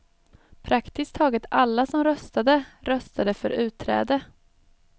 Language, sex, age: Swedish, female, 23